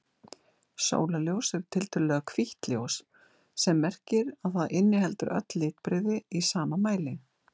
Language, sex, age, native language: Icelandic, female, 60-69, Icelandic